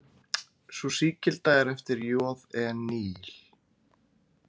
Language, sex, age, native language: Icelandic, male, 20-29, Icelandic